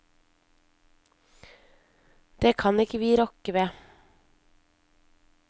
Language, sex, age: Norwegian, female, 23